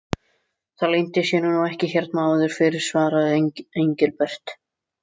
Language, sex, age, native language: Icelandic, other, 13, Icelandic